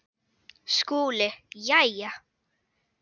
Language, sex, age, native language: Icelandic, female, 8, Icelandic